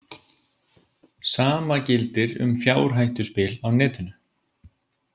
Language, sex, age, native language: Icelandic, male, 20-29, Icelandic